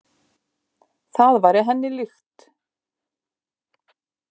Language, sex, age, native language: Icelandic, female, 50-59, Icelandic